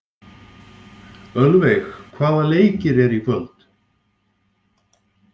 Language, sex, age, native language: Icelandic, male, 50-59, Icelandic